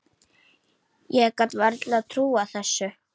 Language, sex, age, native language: Icelandic, female, 9, Icelandic